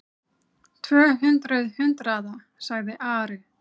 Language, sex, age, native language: Icelandic, female, 30-39, Icelandic